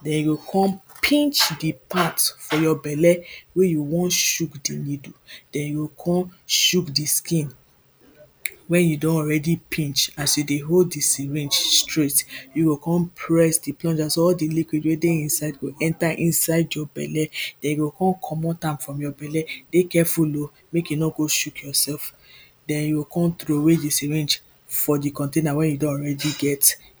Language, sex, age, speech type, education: Nigerian Pidgin, female, 15-29, spontaneous, primary